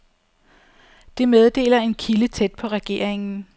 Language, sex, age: Danish, female, 34